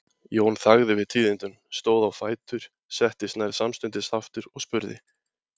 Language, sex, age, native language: Icelandic, male, 20-29, Icelandic